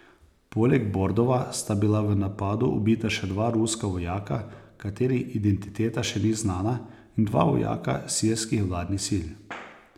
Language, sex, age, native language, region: Slovenian, male, 30-49, Slovenian, Posavska region